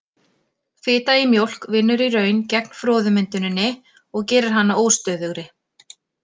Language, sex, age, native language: Icelandic, female, 40-49, Icelandic